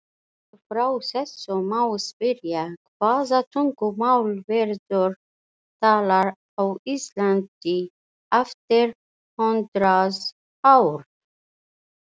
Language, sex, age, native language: Icelandic, female, 40-49, Icelandic